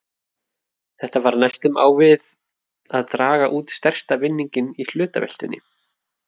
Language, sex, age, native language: Icelandic, male, 30-39, Icelandic